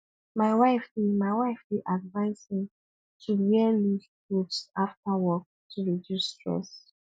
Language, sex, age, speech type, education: Nigerian Pidgin, female, 15-29, spontaneous, tertiary